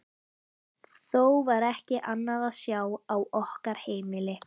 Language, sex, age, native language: Icelandic, female, 13, Icelandic